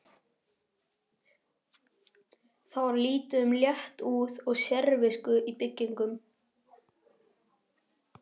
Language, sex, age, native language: Icelandic, male, 11, Icelandic